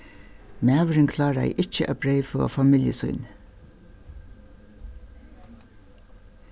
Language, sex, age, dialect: Faroese, female, 61+, Suðurstreymoy